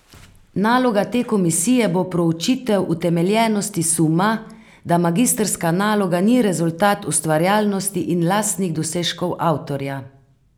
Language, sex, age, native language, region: Slovenian, female, 50-59, Slovenian, Carinthia region